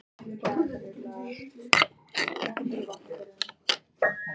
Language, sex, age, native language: Icelandic, female, 15, Icelandic